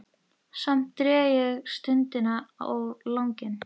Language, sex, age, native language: Icelandic, female, 13, Icelandic